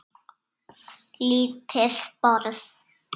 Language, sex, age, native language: Icelandic, female, 7, Icelandic